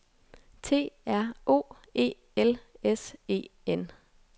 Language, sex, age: Danish, female, 22